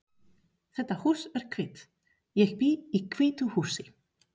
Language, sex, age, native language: Icelandic, female, 30-39, Spanish